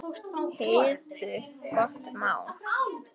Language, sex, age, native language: Icelandic, male, 10, Icelandic